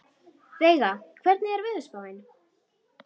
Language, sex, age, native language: Icelandic, female, 12, Icelandic